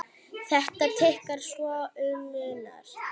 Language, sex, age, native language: Icelandic, female, 9, Icelandic